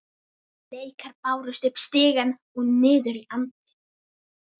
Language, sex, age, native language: Icelandic, female, 11, Icelandic